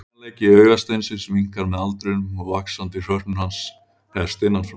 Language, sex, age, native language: Icelandic, male, 30-39, Icelandic